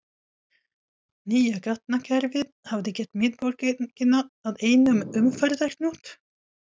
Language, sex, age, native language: Icelandic, female, 40-49, Swedish